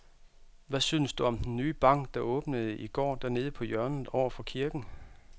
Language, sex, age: Danish, male, 32